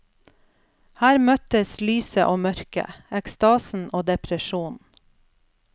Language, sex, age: Norwegian, female, 47